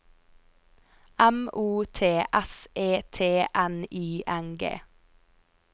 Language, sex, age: Norwegian, female, 22